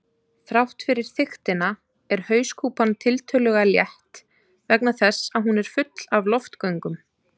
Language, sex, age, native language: Icelandic, female, 30-39, Icelandic